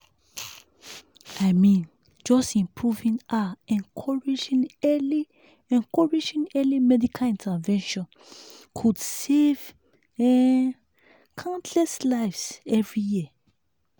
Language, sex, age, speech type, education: Nigerian Pidgin, female, 30-45, spontaneous, tertiary